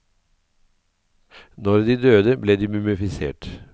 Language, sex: Norwegian, male